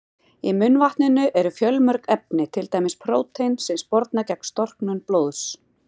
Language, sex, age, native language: Icelandic, female, 50-59, Icelandic